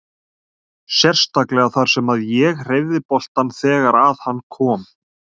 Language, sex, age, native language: Icelandic, male, 30-39, Icelandic